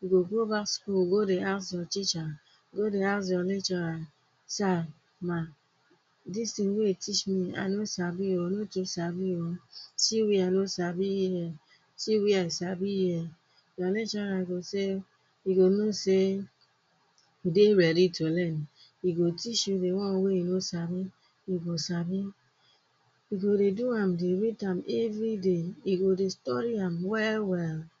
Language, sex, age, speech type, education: Nigerian Pidgin, female, 30-45, spontaneous, tertiary